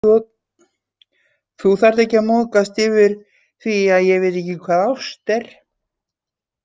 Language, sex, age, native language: Icelandic, female, 60-69, Icelandic